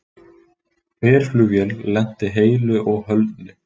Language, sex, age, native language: Icelandic, male, 20-29, Icelandic